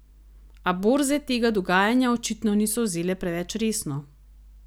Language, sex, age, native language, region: Slovenian, female, 30-49, Slovenian, Gorenjska region